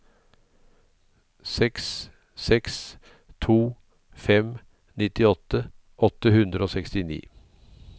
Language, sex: Norwegian, male